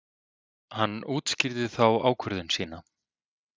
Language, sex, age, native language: Icelandic, male, 30-39, Icelandic